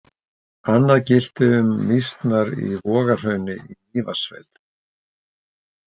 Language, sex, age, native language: Icelandic, male, 60-69, Icelandic